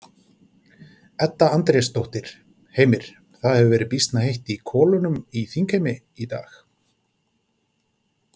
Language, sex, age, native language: Icelandic, male, 40-49, Icelandic